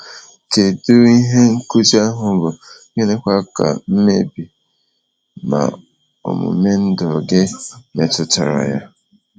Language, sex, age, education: Igbo, male, 30-45, tertiary